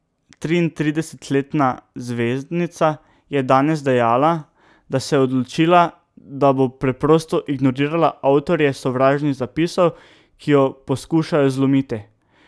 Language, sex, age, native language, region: Slovenian, male, 18-29, Slovenian, Drava region